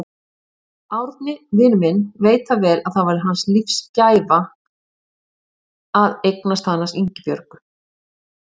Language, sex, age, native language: Icelandic, female, 50-59, Icelandic